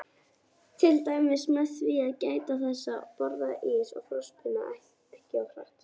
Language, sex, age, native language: Icelandic, female, 18-19, Icelandic